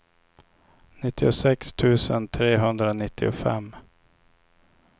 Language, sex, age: Swedish, male, 26